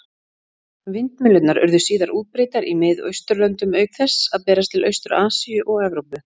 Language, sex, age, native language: Icelandic, female, 40-49, Icelandic